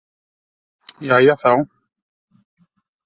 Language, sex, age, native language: Icelandic, male, 30-39, Icelandic